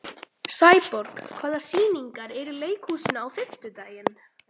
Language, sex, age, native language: Icelandic, male, 13, Icelandic